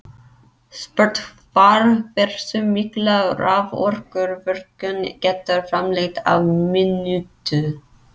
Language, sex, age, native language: Icelandic, female, 30-39, Icelandic